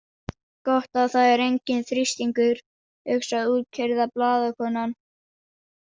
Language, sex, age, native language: Icelandic, female, 40-49, Danish